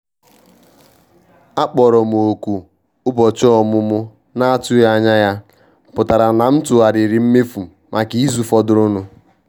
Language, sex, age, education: Igbo, male, 15-29, tertiary